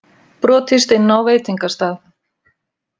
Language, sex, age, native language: Icelandic, female, 50-59, Icelandic